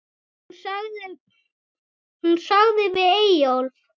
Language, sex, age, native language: Icelandic, male, 6, Icelandic